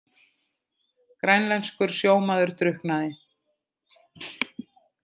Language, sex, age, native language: Icelandic, female, 50-59, Icelandic